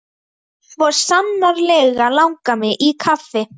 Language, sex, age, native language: Icelandic, female, 11, Icelandic